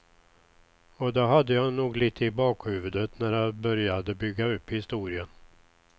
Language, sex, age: Swedish, male, 61